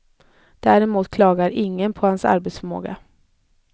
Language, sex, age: Swedish, female, 20